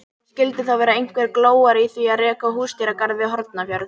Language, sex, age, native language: Icelandic, female, 18-19, Icelandic